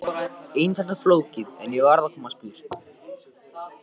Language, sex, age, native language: Icelandic, male, 14, Icelandic